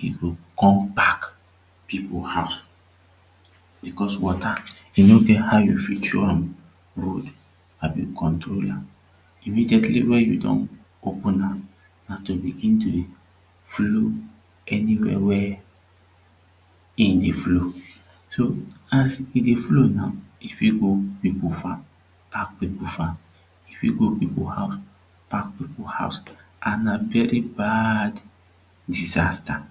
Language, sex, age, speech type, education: Nigerian Pidgin, male, 30-45, spontaneous, tertiary